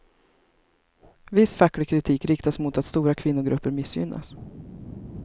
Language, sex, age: Swedish, female, 33